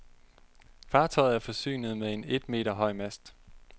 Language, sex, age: Danish, male, 30